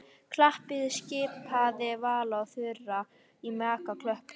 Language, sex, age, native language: Icelandic, female, 13, Icelandic